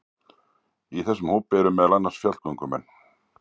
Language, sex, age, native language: Icelandic, male, 60-69, Icelandic